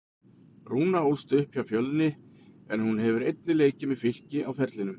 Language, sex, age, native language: Icelandic, male, 40-49, Icelandic